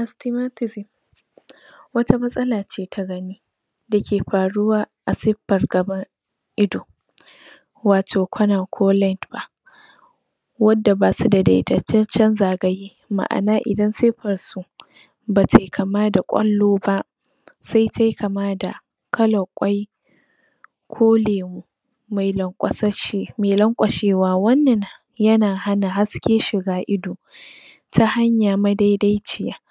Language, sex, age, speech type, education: Hausa, female, 46-60, spontaneous, tertiary